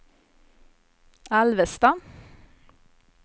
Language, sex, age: Swedish, female, 21